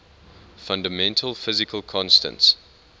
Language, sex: English, male